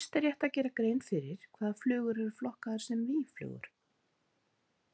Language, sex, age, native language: Icelandic, female, 40-49, Icelandic